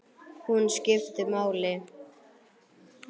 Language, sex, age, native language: Icelandic, male, 9, Icelandic